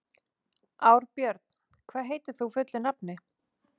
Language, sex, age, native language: Icelandic, female, 30-39, Icelandic